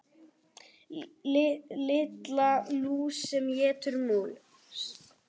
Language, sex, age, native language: Icelandic, male, 10, Icelandic